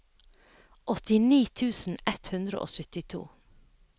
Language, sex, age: Norwegian, female, 57